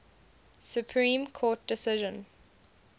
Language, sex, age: English, female, 20